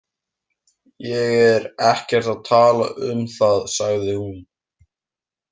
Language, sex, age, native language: Icelandic, male, 18-19, Icelandic